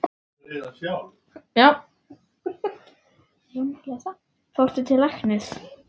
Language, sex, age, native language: Icelandic, female, 10, Icelandic